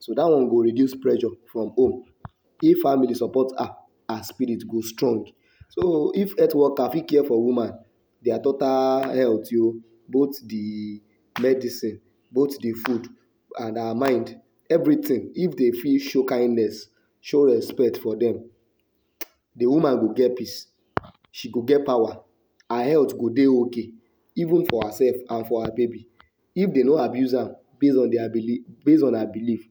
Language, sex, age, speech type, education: Nigerian Pidgin, male, 60+, spontaneous, tertiary